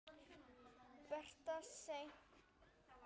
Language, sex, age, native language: Icelandic, female, 10, Icelandic